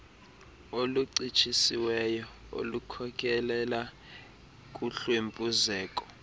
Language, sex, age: Xhosa, male, 20